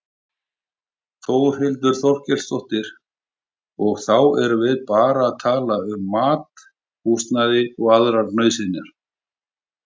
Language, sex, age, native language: Icelandic, male, 40-49, Icelandic